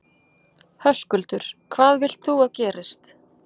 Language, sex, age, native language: Icelandic, female, 30-39, Icelandic